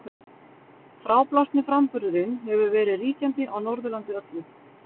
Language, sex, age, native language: Icelandic, female, 50-59, Icelandic